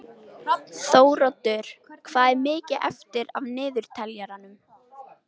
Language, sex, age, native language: Icelandic, female, 13, Icelandic